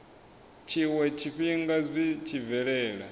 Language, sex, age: Venda, male, 24